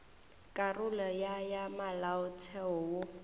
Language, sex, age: Northern Sotho, female, 21